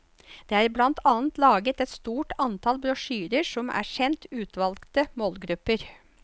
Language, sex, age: Norwegian, female, 54